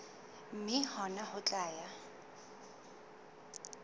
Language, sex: Southern Sotho, female